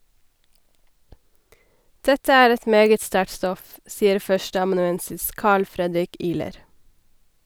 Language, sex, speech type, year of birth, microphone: Norwegian, female, read, 1990, Sennheiser